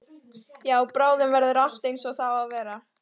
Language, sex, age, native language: Icelandic, female, 13, Icelandic